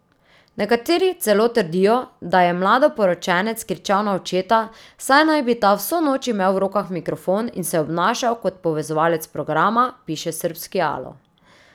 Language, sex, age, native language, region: Slovenian, female, 30-49, Slovenian, Drava region